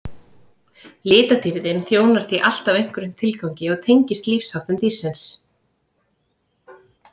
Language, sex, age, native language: Icelandic, female, 30-39, Icelandic